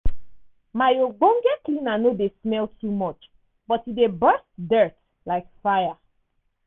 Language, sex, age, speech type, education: Nigerian Pidgin, female, 15-29, spontaneous, tertiary